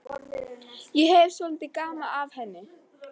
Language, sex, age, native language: Icelandic, female, 11, Icelandic